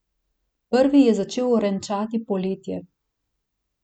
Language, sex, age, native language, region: Slovenian, female, 18-29, Slovenian, Central Slovenia